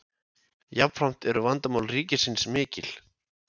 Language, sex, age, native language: Icelandic, male, 20-29, Icelandic